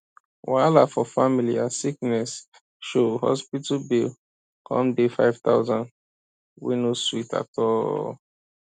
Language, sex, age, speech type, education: Nigerian Pidgin, male, 15-29, spontaneous, tertiary